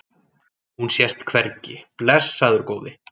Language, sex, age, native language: Icelandic, male, 40-49, Icelandic